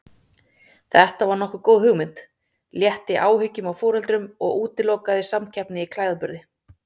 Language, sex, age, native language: Icelandic, female, 30-39, Icelandic